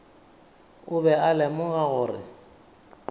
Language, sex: Northern Sotho, male